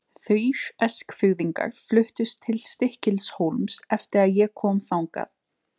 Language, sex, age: Icelandic, female, 20-29